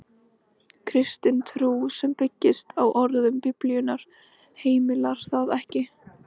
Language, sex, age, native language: Icelandic, female, 13, Icelandic